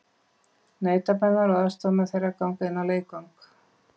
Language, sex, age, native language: Icelandic, female, 50-59, Icelandic